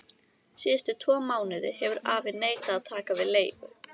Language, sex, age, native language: Icelandic, female, 13, Icelandic